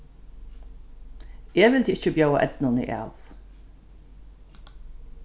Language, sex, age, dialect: Faroese, female, 36-60, Norðurstreymoy/Eysturoy